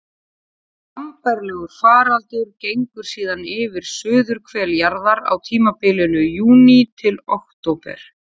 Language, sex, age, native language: Icelandic, female, 40-49, Icelandic